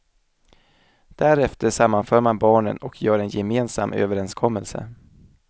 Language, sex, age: Swedish, male, 27